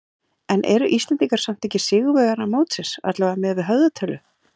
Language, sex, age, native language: Icelandic, female, 40-49, Icelandic